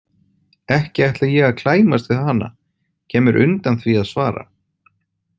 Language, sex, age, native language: Icelandic, male, 40-49, Icelandic